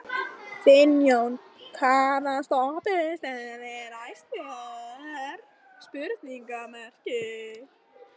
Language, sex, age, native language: Icelandic, female, 13, Icelandic